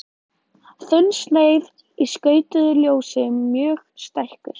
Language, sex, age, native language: Icelandic, female, 13, Icelandic